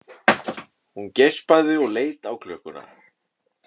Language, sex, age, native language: Icelandic, male, 30-39, Icelandic